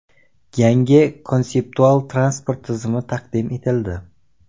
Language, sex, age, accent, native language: Uzbek, male, 18-24, Samarqand, Uzbek